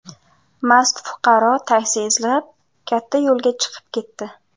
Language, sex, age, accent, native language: Uzbek, female, 19-29, Jizzax, Uzbek